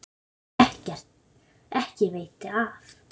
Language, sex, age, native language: Icelandic, female, 9, Icelandic